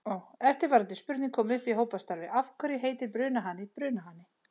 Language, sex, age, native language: Icelandic, female, 30-39, Icelandic